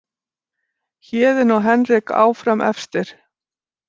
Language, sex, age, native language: Icelandic, female, 60-69, Icelandic